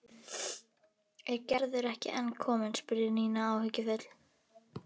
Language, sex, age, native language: Icelandic, female, 11, Icelandic